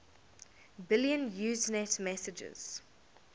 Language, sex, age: English, female, 19